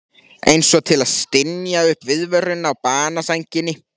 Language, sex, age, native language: Icelandic, male, 14, Icelandic